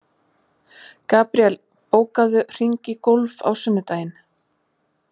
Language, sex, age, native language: Icelandic, female, 40-49, Icelandic